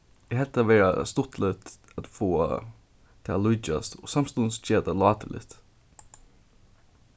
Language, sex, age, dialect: Faroese, male, 15-35, Suðurstreymoy